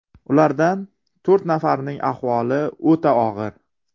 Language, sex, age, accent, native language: Uzbek, male, 18-24, Qashqadaryo, Uzbek